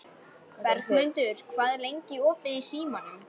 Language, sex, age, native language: Icelandic, female, 12, Icelandic